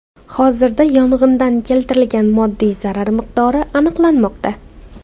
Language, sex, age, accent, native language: Uzbek, female, 18-24, Farg'ona, Uzbek